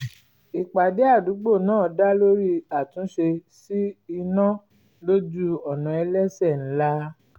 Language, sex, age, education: Yoruba, female, 30-45, tertiary